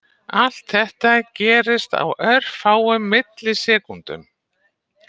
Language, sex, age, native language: Icelandic, female, 60-69, Icelandic